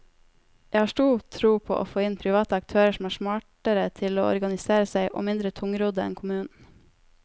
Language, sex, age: Norwegian, female, 18